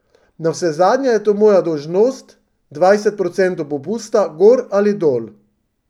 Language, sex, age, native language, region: Slovenian, male, 50-59, Slovenian, Drava region